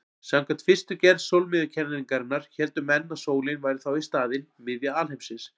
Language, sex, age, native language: Icelandic, male, 40-49, Icelandic